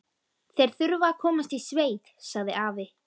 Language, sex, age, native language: Icelandic, female, 13, Icelandic